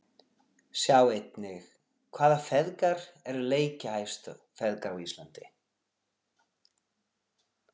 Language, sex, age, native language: Icelandic, male, 40-49, Portuguese